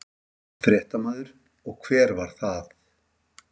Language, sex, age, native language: Icelandic, male, 50-59, Icelandic